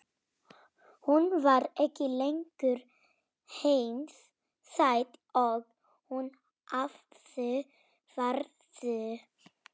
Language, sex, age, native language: Icelandic, male, 30-39, Polish